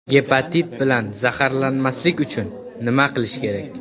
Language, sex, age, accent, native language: Uzbek, male, under 19, Toshkent viloyati, Uzbek